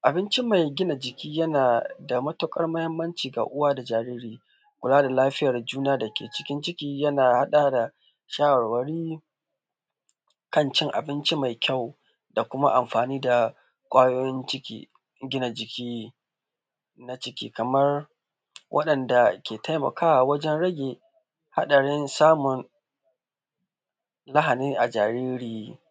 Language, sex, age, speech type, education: Hausa, male, 15-29, spontaneous, tertiary